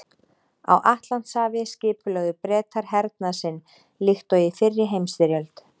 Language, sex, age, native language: Icelandic, female, 30-39, Icelandic